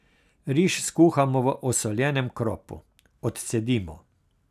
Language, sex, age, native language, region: Slovenian, male, 60+, Slovenian, Carinthia region